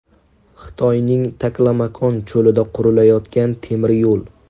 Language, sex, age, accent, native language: Uzbek, male, 19-29, Toshkent viloyati, Uzbek